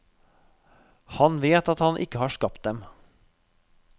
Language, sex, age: Norwegian, male, 32